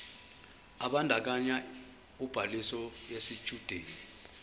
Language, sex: Zulu, male